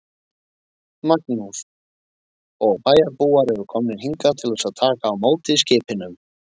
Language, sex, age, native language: Icelandic, male, 20-29, Icelandic